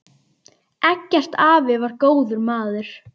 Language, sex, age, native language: Icelandic, female, 10, Icelandic